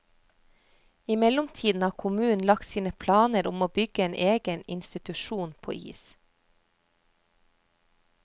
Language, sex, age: Norwegian, female, 30